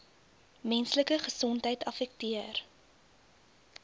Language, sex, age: Afrikaans, female, 22